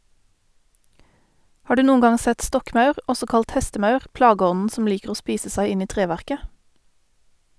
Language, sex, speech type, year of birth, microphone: Norwegian, female, read, 1988, Sennheiser